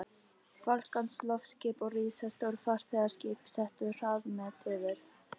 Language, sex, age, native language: Icelandic, other, 13, Icelandic